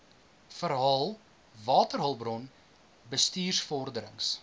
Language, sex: Afrikaans, male